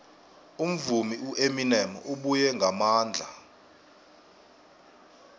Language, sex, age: South Ndebele, male, 24